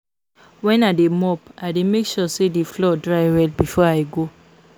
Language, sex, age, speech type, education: Nigerian Pidgin, female, 15-29, spontaneous, tertiary